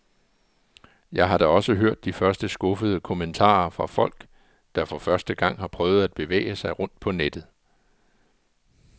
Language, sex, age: Danish, male, 44